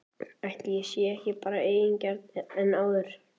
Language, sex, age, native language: Icelandic, male, 14, Icelandic